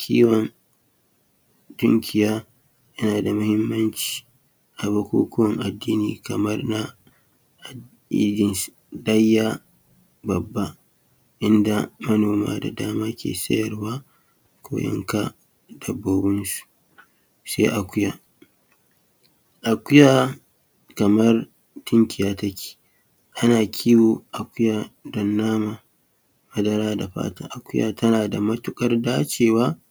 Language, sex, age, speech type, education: Hausa, male, 30-45, spontaneous, tertiary